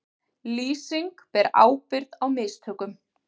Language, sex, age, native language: Icelandic, female, 40-49, Icelandic